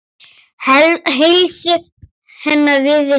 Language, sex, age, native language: Icelandic, female, 8, Icelandic